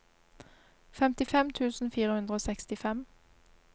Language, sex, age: Norwegian, female, 26